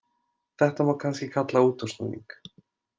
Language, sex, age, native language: Icelandic, male, 20-29, Icelandic